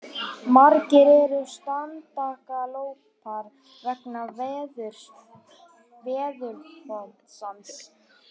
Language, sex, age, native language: Icelandic, male, 18-19, Icelandic